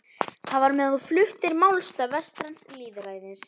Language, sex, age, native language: Icelandic, female, 11, Icelandic